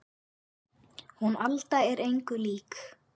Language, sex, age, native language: Icelandic, male, 8, Icelandic